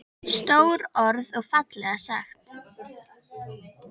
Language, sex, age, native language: Icelandic, female, 10, Icelandic